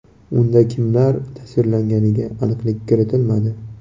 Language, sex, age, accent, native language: Uzbek, male, 18-24, Toshkent viloyati, Uzbek